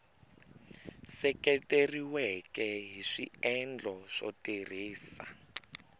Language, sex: Tsonga, male